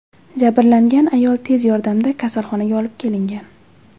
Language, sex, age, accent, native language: Uzbek, female, 18-24, Jizzax, Uzbek